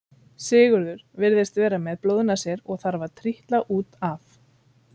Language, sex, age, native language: Icelandic, female, 30-39, Icelandic